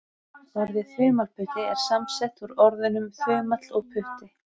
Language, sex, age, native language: Icelandic, female, 30-39, Icelandic